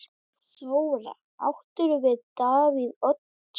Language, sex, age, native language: Icelandic, male, 10, Icelandic